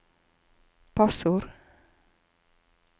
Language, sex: Norwegian, female